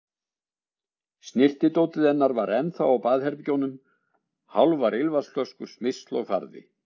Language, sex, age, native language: Icelandic, male, 60-69, Icelandic